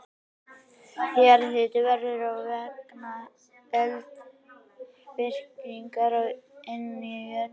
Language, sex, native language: Icelandic, male, Icelandic